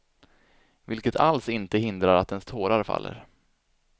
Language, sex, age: Swedish, male, 25